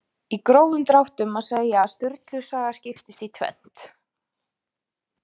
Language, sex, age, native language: Icelandic, female, 20-29, Icelandic